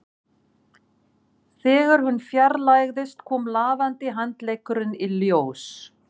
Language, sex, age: Icelandic, female, 40-49